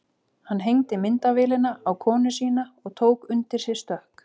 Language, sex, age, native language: Icelandic, female, 30-39, Icelandic